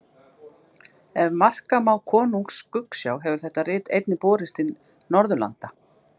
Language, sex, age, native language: Icelandic, female, 50-59, Icelandic